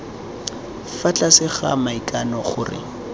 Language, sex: Tswana, male